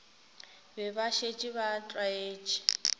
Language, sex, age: Northern Sotho, female, 19